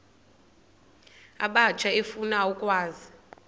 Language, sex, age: Xhosa, female, 30